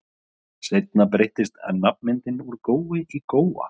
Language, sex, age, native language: Icelandic, male, 30-39, Icelandic